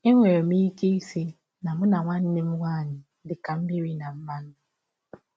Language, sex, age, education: Igbo, female, 15-29, tertiary